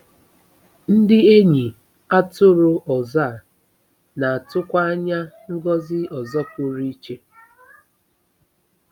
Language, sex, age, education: Igbo, female, 30-45, tertiary